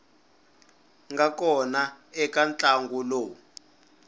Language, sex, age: Tsonga, male, 19